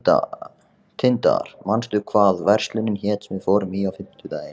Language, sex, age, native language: Icelandic, male, 14, Icelandic